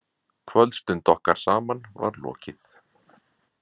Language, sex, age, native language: Icelandic, male, 40-49, Icelandic